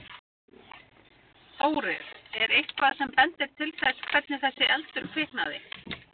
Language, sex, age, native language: Icelandic, female, 50-59, Icelandic